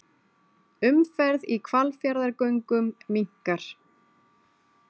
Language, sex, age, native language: Icelandic, female, 40-49, Icelandic